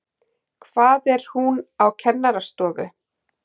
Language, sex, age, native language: Icelandic, female, 40-49, Icelandic